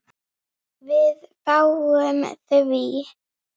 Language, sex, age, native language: Icelandic, female, 9, Icelandic